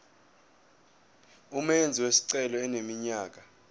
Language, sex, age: Zulu, male, 20